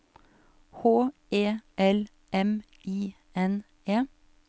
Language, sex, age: Norwegian, female, 34